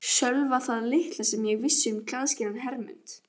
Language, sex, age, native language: Icelandic, female, 14, Icelandic